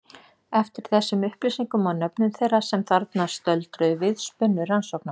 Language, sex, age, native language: Icelandic, female, 40-49, Icelandic